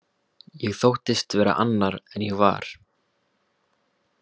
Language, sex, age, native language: Icelandic, male, 18-19, Icelandic